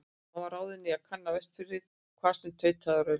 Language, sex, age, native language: Icelandic, female, 60-69, Icelandic